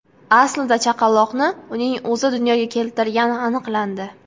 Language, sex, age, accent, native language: Uzbek, female, 18-24, Jizzax, Uzbek